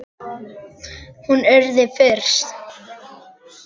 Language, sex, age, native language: Icelandic, male, 10, Icelandic